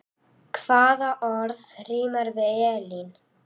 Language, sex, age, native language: Icelandic, female, 8, Icelandic